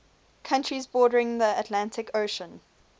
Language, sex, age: English, female, 21